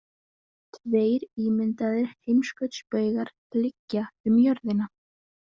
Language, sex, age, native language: Icelandic, female, 20-29, Icelandic